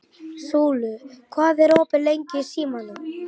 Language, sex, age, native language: Icelandic, male, 11, Icelandic